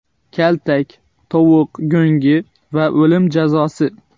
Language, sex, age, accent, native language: Uzbek, male, 18-24, Xorazm, Uzbek